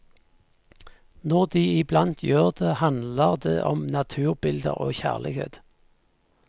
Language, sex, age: Norwegian, male, 50